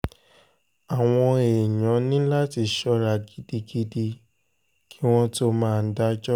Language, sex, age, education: Yoruba, male, 15-29, tertiary